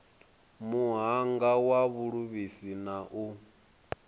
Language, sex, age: Venda, male, 23